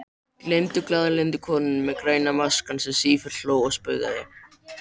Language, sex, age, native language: Icelandic, male, 13, Icelandic